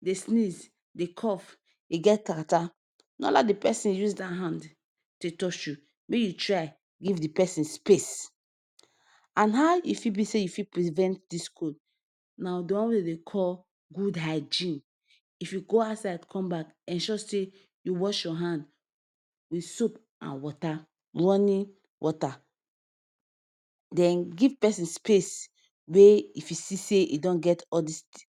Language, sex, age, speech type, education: Nigerian Pidgin, female, 15-29, spontaneous, tertiary